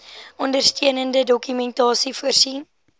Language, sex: Afrikaans, female